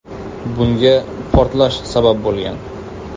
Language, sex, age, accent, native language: Uzbek, male, 19-29, Andijon, Uzbek